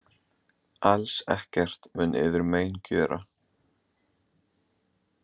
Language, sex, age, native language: Icelandic, male, 20-29, Icelandic